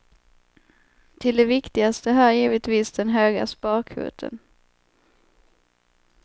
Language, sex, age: Swedish, female, 25